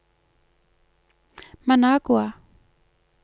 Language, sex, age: Norwegian, female, 48